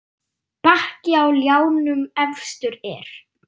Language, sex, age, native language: Icelandic, female, 9, German